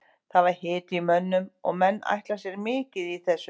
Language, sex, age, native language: Icelandic, female, 50-59, Icelandic